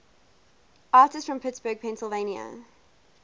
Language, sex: English, female